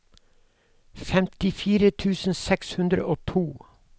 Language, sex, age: Norwegian, male, 52